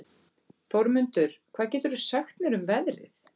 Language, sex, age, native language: Icelandic, female, 40-49, Icelandic